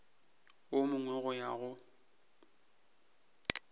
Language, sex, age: Northern Sotho, male, 21